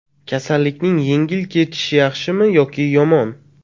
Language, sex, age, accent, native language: Uzbek, male, 18-24, Navoiy, Uzbek